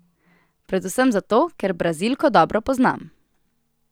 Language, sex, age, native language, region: Slovenian, female, 18-29, Slovenian, Southeast Slovenia